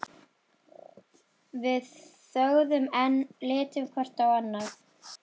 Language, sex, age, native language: Icelandic, female, 12, Icelandic